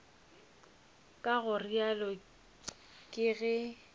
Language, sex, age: Northern Sotho, female, 29